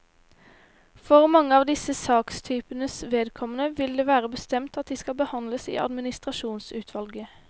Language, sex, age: Norwegian, female, 18